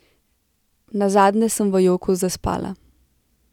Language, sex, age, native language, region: Slovenian, female, 18-29, Slovenian, Central Slovenia